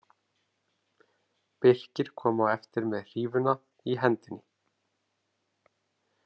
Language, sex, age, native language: Icelandic, male, 30-39, Icelandic